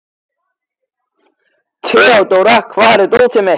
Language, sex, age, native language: Icelandic, other, 13, Icelandic